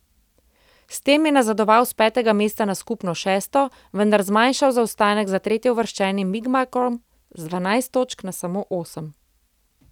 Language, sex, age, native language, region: Slovenian, female, 30-49, Slovenian, Central Slovenia